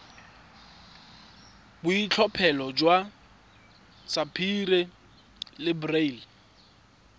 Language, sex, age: Tswana, male, 24